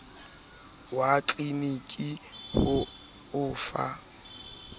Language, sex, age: Southern Sotho, male, 21